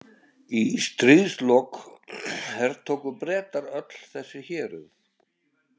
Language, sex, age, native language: Icelandic, male, 70-79, Icelandic